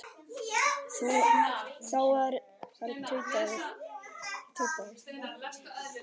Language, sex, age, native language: Icelandic, male, 10, Icelandic